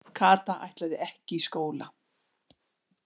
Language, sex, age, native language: Icelandic, female, 60-69, Icelandic